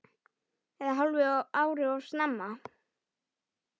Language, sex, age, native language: Icelandic, male, 9, Icelandic